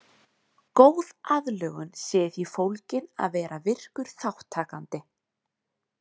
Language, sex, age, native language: Icelandic, female, 20-29, Icelandic